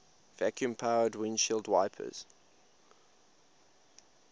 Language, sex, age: English, male, 21